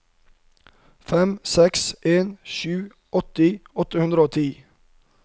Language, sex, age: Norwegian, male, 31